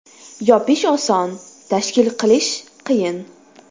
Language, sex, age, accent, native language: Uzbek, female, 19-29, Toshkent shahri, Uzbek